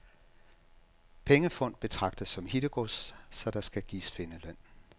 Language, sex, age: Danish, male, 67